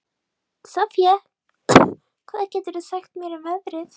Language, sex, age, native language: Icelandic, female, 18-19, Icelandic